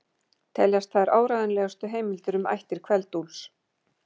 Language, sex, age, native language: Icelandic, female, 50-59, Icelandic